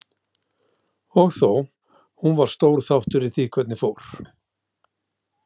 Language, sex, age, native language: Icelandic, male, 60-69, Icelandic